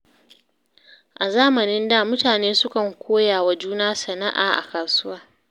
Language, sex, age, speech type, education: Hausa, female, 30-45, read, secondary